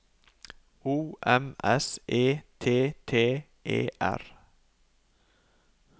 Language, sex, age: Norwegian, male, 39